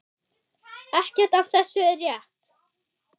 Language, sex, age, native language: Icelandic, female, 10, German